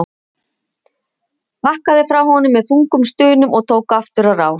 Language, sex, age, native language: Icelandic, female, 50-59, Icelandic